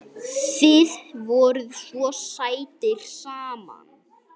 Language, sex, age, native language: Icelandic, male, 9, Icelandic